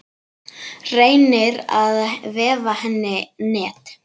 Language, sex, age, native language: Icelandic, female, 10, Icelandic